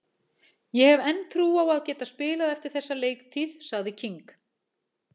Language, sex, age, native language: Icelandic, female, 40-49, Icelandic